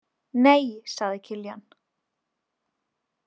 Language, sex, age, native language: Icelandic, female, 20-29, Icelandic